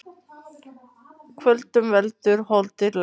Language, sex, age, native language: Icelandic, female, 10, Icelandic